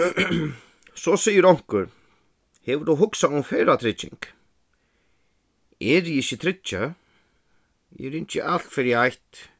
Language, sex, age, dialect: Faroese, male, 15-35, Suðuroy